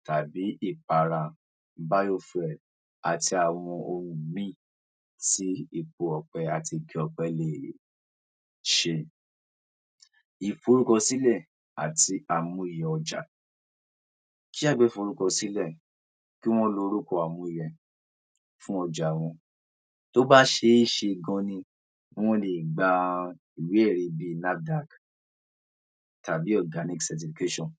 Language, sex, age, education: Yoruba, male, 46-60, tertiary